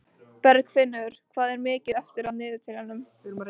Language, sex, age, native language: Icelandic, female, 13, Icelandic